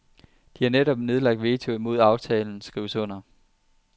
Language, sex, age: Danish, male, 23